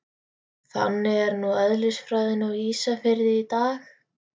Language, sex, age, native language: Icelandic, female, 13, Icelandic